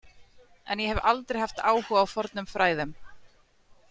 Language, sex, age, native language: Icelandic, female, 30-39, Icelandic